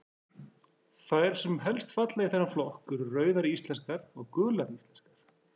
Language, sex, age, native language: Icelandic, female, 40-49, Icelandic